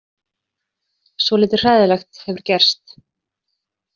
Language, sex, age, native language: Icelandic, female, 30-39, Icelandic